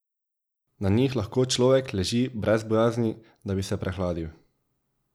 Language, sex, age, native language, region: Slovenian, male, 18-29, Slovenian, Drava region